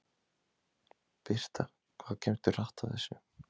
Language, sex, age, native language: Icelandic, male, 20-29, Icelandic